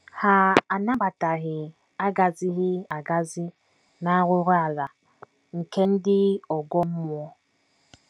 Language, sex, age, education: Igbo, female, 15-29, tertiary